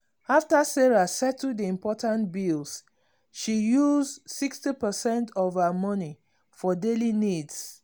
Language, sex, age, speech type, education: Nigerian Pidgin, female, 46-60, spontaneous, tertiary